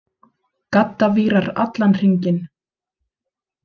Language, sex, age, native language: Icelandic, female, 30-39, Icelandic